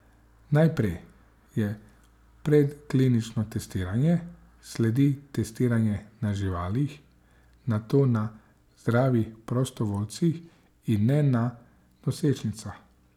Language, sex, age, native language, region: Slovenian, male, 30-49, Slovenian, Savinja region